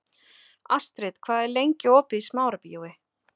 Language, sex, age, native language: Icelandic, female, 30-39, Icelandic